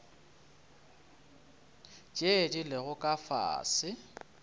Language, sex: Northern Sotho, male